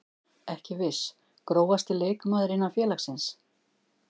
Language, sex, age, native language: Icelandic, female, 50-59, Icelandic